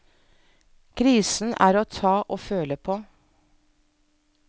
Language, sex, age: Norwegian, female, 47